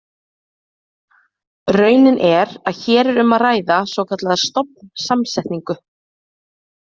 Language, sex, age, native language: Icelandic, female, 30-39, Icelandic